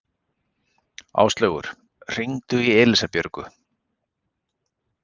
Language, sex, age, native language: Icelandic, male, 40-49, Icelandic